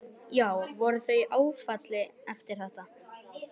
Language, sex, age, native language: Icelandic, male, 12, Icelandic